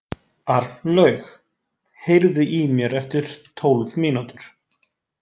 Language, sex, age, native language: Icelandic, male, 20-29, Icelandic